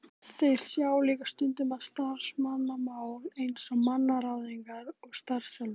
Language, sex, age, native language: Icelandic, male, 18-19, Icelandic